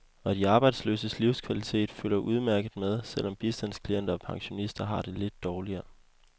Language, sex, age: Danish, male, 21